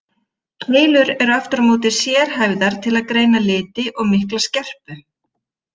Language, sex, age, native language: Icelandic, female, 50-59, Icelandic